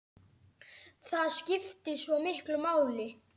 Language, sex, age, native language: Icelandic, male, 10, Icelandic